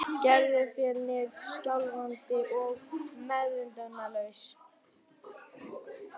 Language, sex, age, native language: Icelandic, male, 11, Icelandic